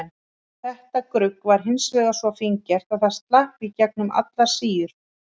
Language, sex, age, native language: Icelandic, female, 40-49, Icelandic